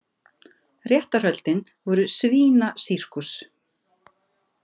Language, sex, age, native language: Icelandic, female, 50-59, Icelandic